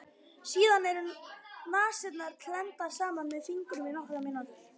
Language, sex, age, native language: Icelandic, male, 11, Icelandic